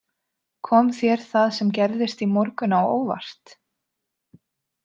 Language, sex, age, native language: Icelandic, female, 20-29, Icelandic